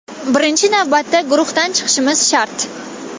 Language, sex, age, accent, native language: Uzbek, female, 19-29, Toshkent viloyati, Kazakh